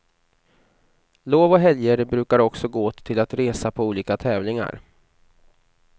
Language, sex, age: Swedish, male, 29